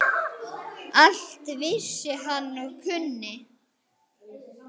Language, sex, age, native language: Icelandic, male, 9, Icelandic